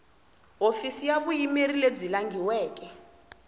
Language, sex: Tsonga, female